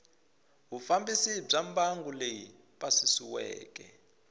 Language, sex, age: Tsonga, male, 20